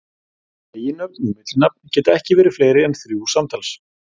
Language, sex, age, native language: Icelandic, male, 40-49, Icelandic